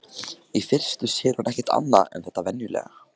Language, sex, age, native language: Icelandic, male, 15, Icelandic